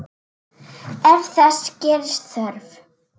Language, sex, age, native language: Icelandic, female, 8, Icelandic